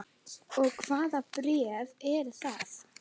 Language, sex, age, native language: Icelandic, female, 9, Icelandic